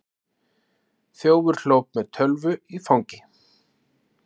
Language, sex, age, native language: Icelandic, male, 30-39, Icelandic